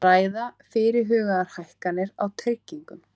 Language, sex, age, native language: Icelandic, female, 18-19, Icelandic